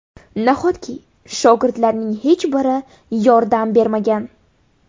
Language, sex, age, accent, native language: Uzbek, female, 18-24, Buxoro, Uzbek